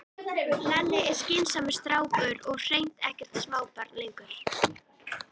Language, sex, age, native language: Icelandic, female, 11, Icelandic